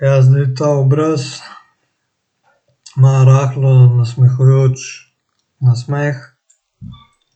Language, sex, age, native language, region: Slovenian, male, 18-29, Slovenian, Central Slovenia